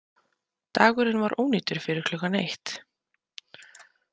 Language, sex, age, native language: Icelandic, female, 20-29, Icelandic